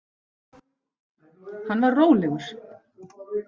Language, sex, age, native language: Icelandic, female, 40-49, Icelandic